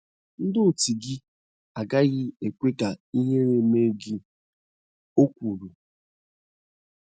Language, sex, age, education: Igbo, male, 15-29, tertiary